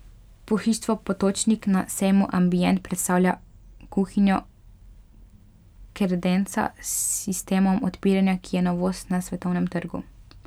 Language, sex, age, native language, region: Slovenian, female, 12-17, Slovenian, Pomurje region